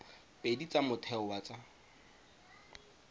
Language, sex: Tswana, male